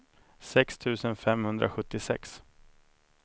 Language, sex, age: Swedish, male, 31